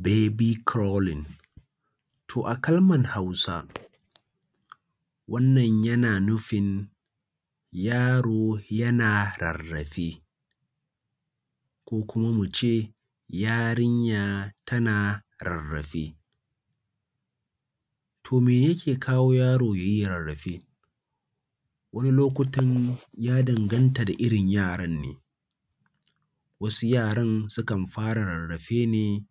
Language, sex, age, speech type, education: Hausa, male, 15-29, spontaneous, secondary